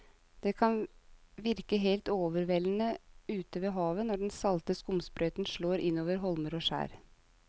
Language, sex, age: Norwegian, female, 35